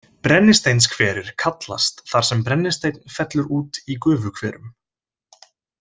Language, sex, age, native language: Icelandic, male, 20-29, Icelandic